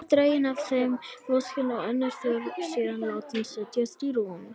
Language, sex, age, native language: Icelandic, male, 18-19, Icelandic